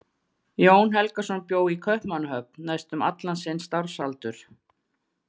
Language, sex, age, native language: Icelandic, female, 40-49, Icelandic